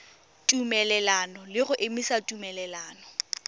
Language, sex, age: Tswana, female, 23